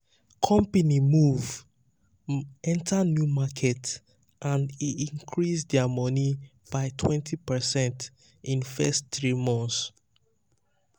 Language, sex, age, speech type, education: Nigerian Pidgin, male, 15-29, spontaneous, tertiary